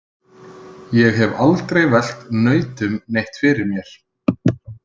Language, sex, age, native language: Icelandic, male, 30-39, Icelandic